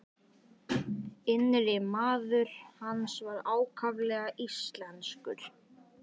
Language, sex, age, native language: Icelandic, male, 11, Icelandic